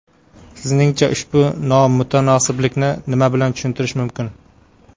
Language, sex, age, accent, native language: Uzbek, male, 25-34, Qashqadaryo, Uzbek